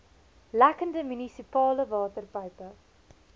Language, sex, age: Afrikaans, female, 20